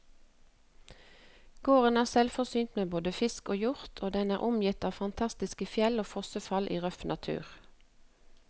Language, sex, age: Norwegian, female, 48